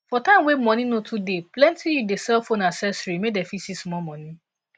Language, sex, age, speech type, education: Nigerian Pidgin, female, 15-29, spontaneous, tertiary